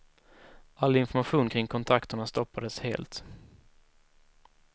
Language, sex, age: Swedish, male, 19